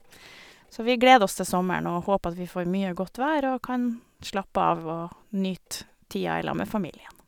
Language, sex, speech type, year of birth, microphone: Norwegian, female, spontaneous, 1973, Sennheiser